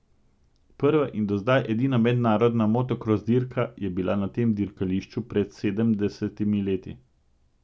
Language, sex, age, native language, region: Slovenian, male, 50-59, Slovenian, Central Slovenia